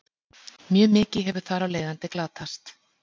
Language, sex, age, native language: Icelandic, female, 40-49, Icelandic